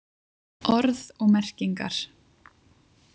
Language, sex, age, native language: Icelandic, female, 20-29, Icelandic